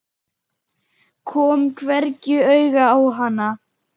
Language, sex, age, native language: Icelandic, male, 10, Icelandic